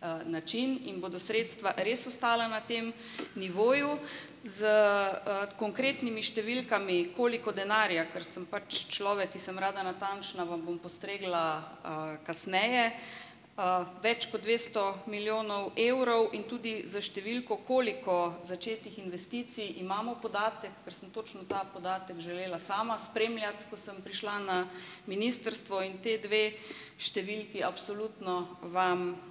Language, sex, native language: Slovenian, female, Slovenian